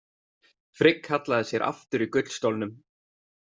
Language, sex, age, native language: Icelandic, male, 30-39, Icelandic